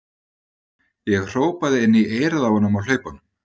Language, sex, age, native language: Icelandic, male, 30-39, Icelandic